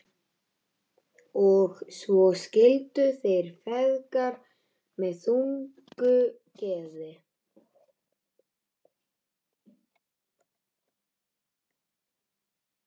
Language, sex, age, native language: Icelandic, male, 13, Icelandic